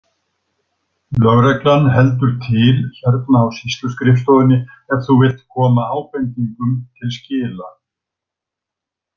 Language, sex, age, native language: Icelandic, male, 60-69, Icelandic